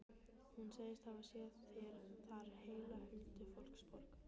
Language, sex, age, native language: Icelandic, female, 15, Icelandic